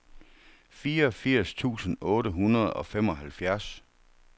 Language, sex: Danish, male